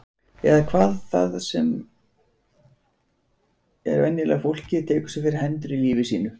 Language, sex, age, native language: Icelandic, male, 40-49, Icelandic